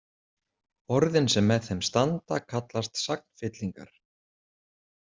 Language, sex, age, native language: Icelandic, male, 40-49, Icelandic